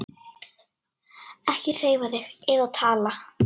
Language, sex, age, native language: Icelandic, female, 9, Icelandic